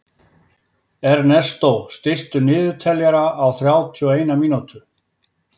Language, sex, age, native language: Icelandic, male, 50-59, Icelandic